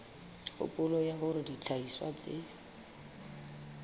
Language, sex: Southern Sotho, female